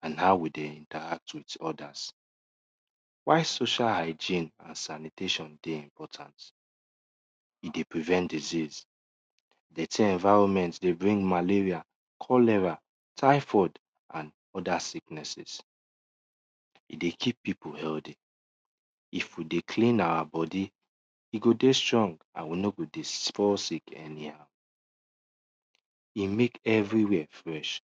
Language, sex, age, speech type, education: Nigerian Pidgin, male, 15-29, spontaneous, tertiary